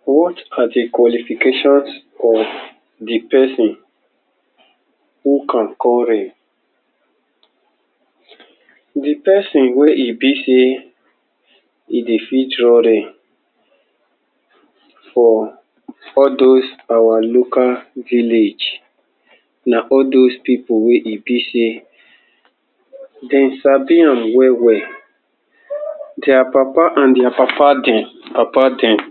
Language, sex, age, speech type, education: Nigerian Pidgin, male, 30-45, spontaneous, tertiary